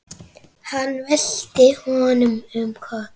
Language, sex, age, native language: Icelandic, female, 9, Icelandic